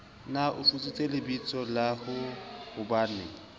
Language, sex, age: Southern Sotho, male, 20